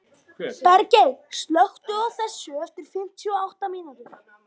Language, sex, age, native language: Icelandic, female, 50-59, Icelandic